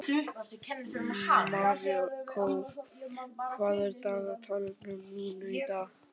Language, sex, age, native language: Icelandic, male, 12, Icelandic